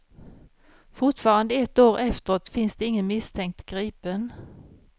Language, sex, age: Swedish, female, 53